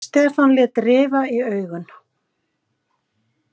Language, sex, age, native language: Icelandic, female, 50-59, Icelandic